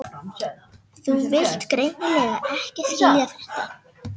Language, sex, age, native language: Icelandic, female, 18-19, Danish